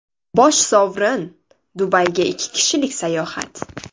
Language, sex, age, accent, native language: Uzbek, female, 18-24, Toshkent shahri, Uzbek